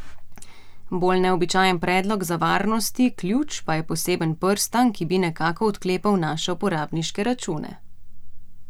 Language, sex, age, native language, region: Slovenian, female, 30-49, Slovenian, Central Slovenia